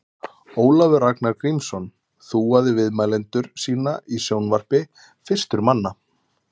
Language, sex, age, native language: Icelandic, male, 30-39, Icelandic